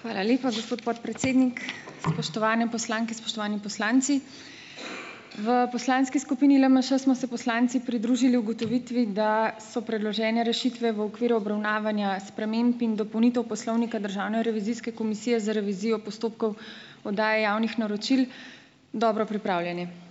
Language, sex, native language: Slovenian, female, Slovenian